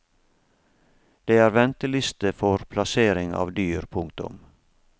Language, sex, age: Norwegian, male, 47